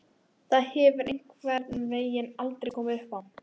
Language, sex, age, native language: Icelandic, female, 12, Icelandic